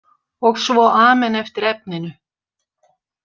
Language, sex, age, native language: Icelandic, female, 60-69, Icelandic